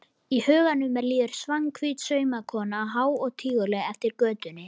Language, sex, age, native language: Icelandic, male, 11, Icelandic